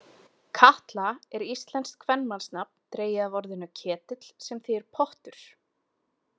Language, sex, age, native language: Icelandic, female, 20-29, Icelandic